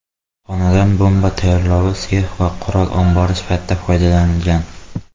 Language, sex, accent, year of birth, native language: Uzbek, male, Xorazm, 2002, Uzbek